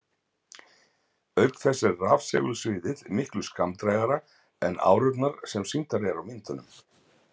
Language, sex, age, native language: Icelandic, male, 50-59, Icelandic